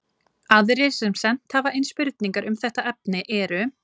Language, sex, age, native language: Icelandic, female, 20-29, Icelandic